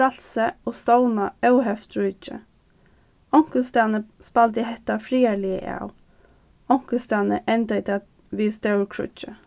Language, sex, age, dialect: Faroese, female, 15-35, Norðurstreymoy/Eysturoy